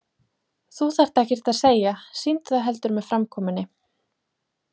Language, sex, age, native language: Icelandic, female, 20-29, Icelandic